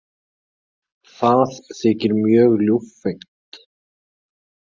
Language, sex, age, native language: Icelandic, male, 20-29, Icelandic